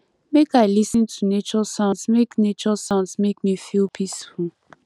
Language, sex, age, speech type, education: Nigerian Pidgin, female, 15-29, spontaneous, tertiary